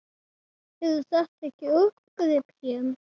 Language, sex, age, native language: Icelandic, male, 7, Icelandic